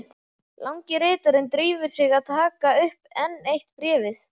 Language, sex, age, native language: Icelandic, male, 11, Icelandic